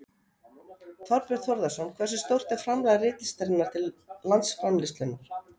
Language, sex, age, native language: Icelandic, female, 60-69, Icelandic